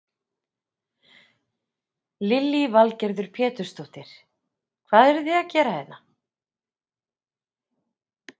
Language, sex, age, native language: Icelandic, female, 40-49, Icelandic